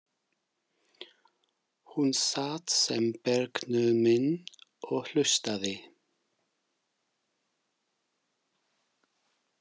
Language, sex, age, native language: Icelandic, male, 50-59, English